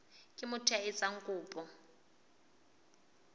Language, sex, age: Southern Sotho, female, 20